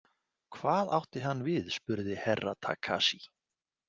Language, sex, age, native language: Icelandic, male, 40-49, Icelandic